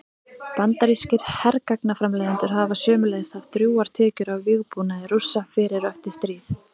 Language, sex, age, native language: Icelandic, female, 30-39, Icelandic